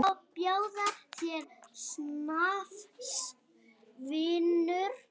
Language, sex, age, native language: Icelandic, female, 9, Icelandic